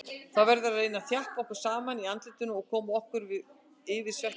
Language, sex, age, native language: Icelandic, female, 60-69, Icelandic